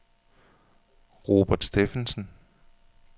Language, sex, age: Danish, male, 41